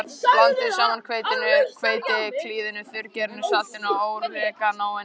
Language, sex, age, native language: Icelandic, male, 14, Icelandic